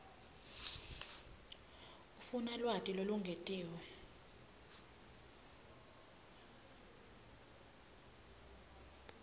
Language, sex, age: Swati, female, 19